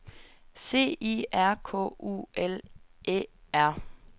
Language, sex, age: Danish, female, 22